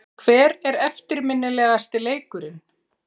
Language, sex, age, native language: Icelandic, female, 40-49, Icelandic